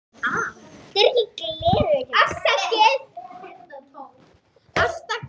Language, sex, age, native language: Icelandic, female, 7, Icelandic